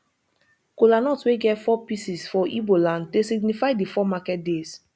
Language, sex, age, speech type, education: Nigerian Pidgin, female, 30-45, spontaneous, tertiary